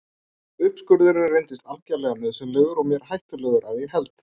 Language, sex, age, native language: Icelandic, male, 30-39, Icelandic